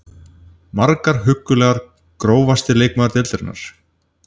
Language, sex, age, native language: Icelandic, male, 30-39, Icelandic